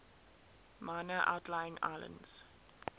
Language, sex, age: English, female, 19